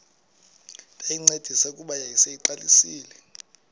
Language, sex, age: Xhosa, male, 20